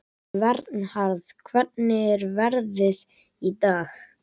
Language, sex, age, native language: Icelandic, male, 11, Icelandic